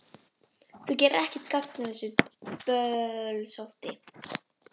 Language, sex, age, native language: Icelandic, female, 11, Icelandic